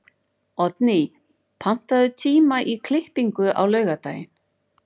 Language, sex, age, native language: Icelandic, female, 40-49, Icelandic